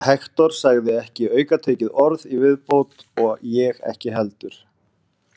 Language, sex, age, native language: Icelandic, male, 30-39, Icelandic